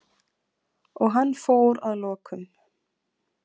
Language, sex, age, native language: Icelandic, female, 20-29, Icelandic